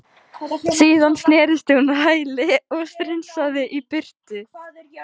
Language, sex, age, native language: Icelandic, female, 13, Icelandic